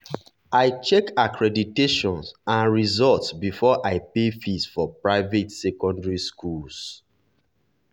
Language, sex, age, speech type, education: Nigerian Pidgin, male, 30-45, spontaneous, tertiary